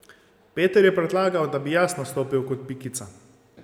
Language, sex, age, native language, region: Slovenian, male, 30-49, Slovenian, Zasavska region